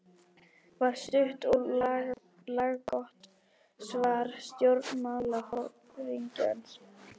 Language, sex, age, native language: Icelandic, male, 12, Icelandic